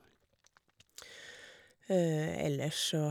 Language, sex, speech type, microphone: Norwegian, female, spontaneous, Shure